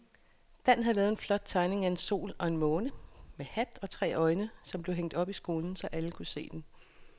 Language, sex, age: Danish, female, 36